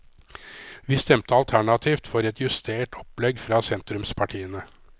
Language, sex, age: Norwegian, male, 53